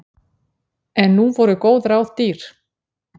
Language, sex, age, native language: Icelandic, female, 40-49, Icelandic